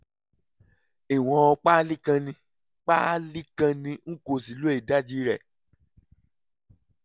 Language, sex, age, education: Yoruba, male, 30-45, tertiary